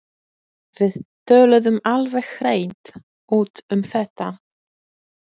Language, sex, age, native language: Icelandic, female, 30-39, Polish